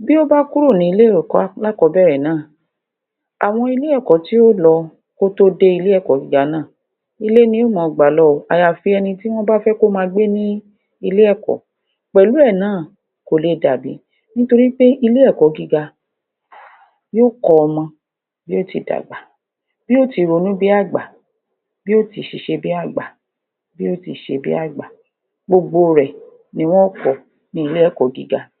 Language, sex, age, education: Yoruba, female, 60+, tertiary